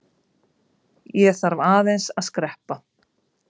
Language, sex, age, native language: Icelandic, female, 50-59, Icelandic